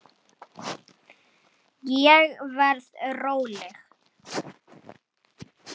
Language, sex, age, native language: Icelandic, male, 8, Icelandic